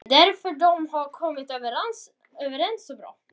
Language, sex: Icelandic, other